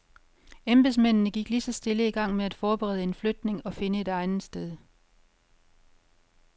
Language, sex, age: Danish, female, 51